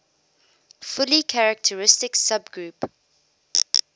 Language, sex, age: English, female, 21